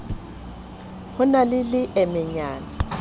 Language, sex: Southern Sotho, female